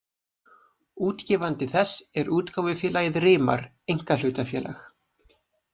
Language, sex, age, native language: Icelandic, male, 20-29, Icelandic